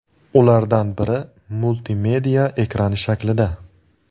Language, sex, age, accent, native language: Uzbek, male, 19-29, Surxondaryo, Uzbek